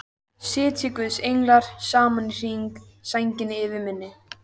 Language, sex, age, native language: Icelandic, female, 14, Icelandic